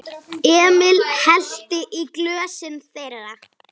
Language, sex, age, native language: Icelandic, male, 9, Icelandic